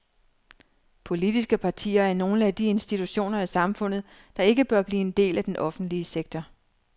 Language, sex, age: Danish, female, 39